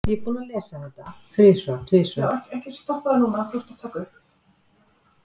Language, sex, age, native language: Icelandic, female, 70-79, Icelandic